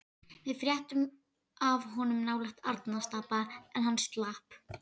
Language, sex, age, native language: Icelandic, female, 12, Icelandic